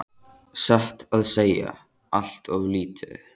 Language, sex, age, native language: Icelandic, male, 14, Icelandic